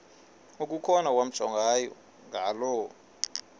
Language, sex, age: Xhosa, male, 38